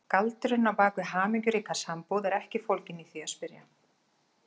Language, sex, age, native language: Icelandic, female, 40-49, Icelandic